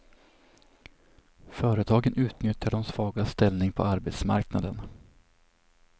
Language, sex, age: Swedish, male, 27